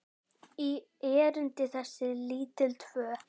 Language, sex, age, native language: Icelandic, female, 9, Icelandic